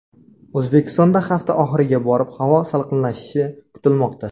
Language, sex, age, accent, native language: Uzbek, male, 18-24, Surxondaryo, Uzbek